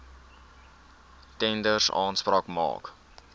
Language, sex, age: Afrikaans, male, 19